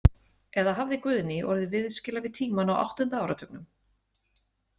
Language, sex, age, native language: Icelandic, female, 30-39, Icelandic